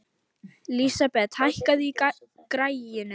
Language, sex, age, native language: Icelandic, female, 18-19, Icelandic